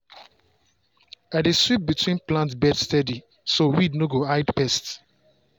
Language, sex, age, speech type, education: Nigerian Pidgin, male, 15-29, spontaneous, secondary